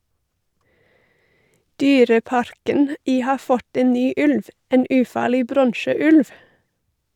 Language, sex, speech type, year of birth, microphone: Norwegian, female, read, 1985, Shure